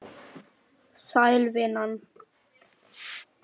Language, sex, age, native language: Icelandic, female, 10, Lithuanian